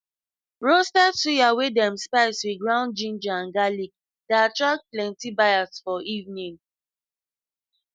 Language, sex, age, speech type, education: Nigerian Pidgin, female, 15-29, spontaneous, tertiary